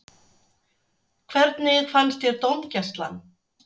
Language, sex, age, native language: Icelandic, female, 60-69, Icelandic